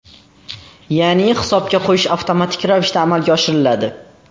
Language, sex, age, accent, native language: Uzbek, male, under 19, Xorazm, Uzbek